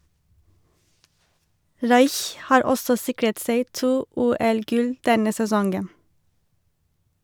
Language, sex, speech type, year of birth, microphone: Norwegian, female, read, 1983, Shure